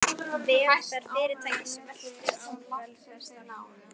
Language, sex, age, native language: Icelandic, female, 11, Icelandic